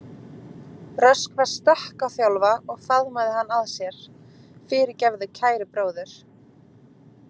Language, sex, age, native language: Icelandic, female, 20-29, Icelandic